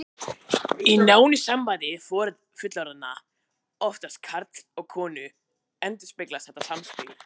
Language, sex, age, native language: Icelandic, male, 20-29, Icelandic